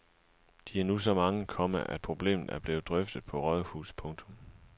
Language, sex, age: Danish, male, 37